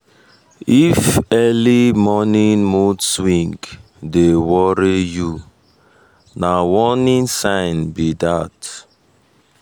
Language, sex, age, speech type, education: Nigerian Pidgin, male, 15-29, spontaneous, tertiary